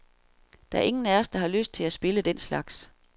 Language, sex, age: Danish, female, 47